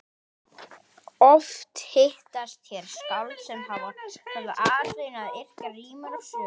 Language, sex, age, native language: Icelandic, male, 18-19, Icelandic